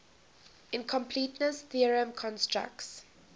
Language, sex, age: English, female, 21